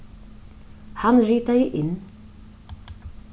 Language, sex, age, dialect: Faroese, female, 36-60, Suðurstreymoy